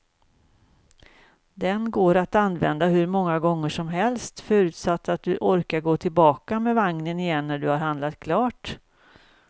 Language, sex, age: Swedish, female, 56